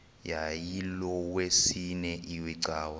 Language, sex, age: Xhosa, male, 23